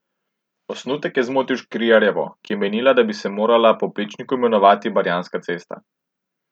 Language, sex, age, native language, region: Slovenian, male, 18-29, Slovenian, Central Slovenia